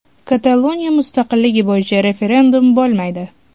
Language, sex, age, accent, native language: Uzbek, female, 18-24, Toshkent shahri, Uzbek